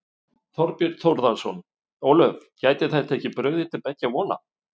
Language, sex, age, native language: Icelandic, male, 50-59, Icelandic